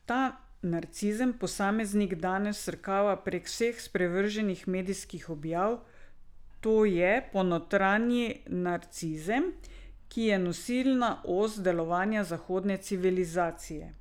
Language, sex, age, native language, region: Slovenian, female, 50-59, Slovenian, Drava region